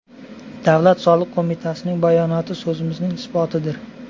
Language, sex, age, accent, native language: Uzbek, male, 18-24, Sirdaryo, Uzbek